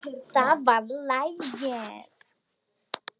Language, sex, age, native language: Icelandic, female, 10, Icelandic